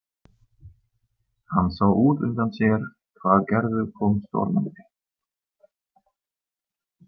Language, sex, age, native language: Icelandic, male, 30-39, German